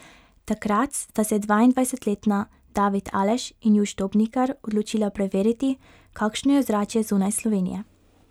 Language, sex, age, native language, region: Slovenian, female, 18-29, Slovenian, Pomurje region